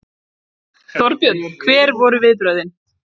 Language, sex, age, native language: Icelandic, female, 30-39, Icelandic